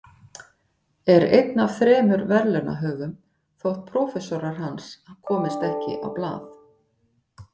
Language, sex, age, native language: Icelandic, female, 50-59, Icelandic